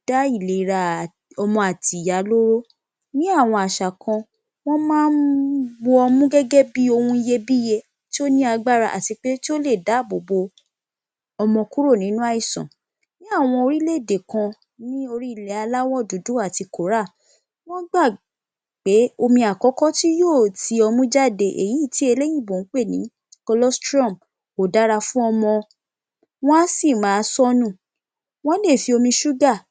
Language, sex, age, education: Yoruba, female, 15-29, tertiary